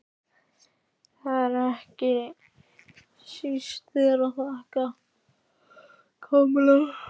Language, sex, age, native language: Icelandic, male, 13, Icelandic